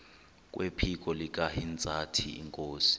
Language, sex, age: Xhosa, male, 23